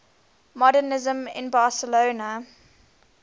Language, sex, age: English, female, 20